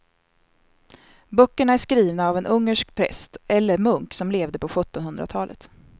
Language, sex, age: Swedish, female, 27